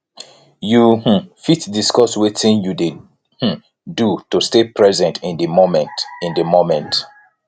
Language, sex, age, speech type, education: Nigerian Pidgin, male, 30-45, spontaneous, tertiary